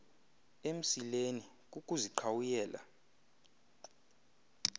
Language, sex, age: Xhosa, male, 20